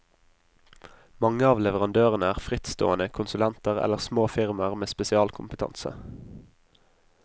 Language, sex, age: Norwegian, male, 20